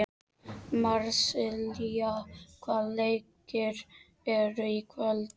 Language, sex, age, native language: Icelandic, male, 13, Icelandic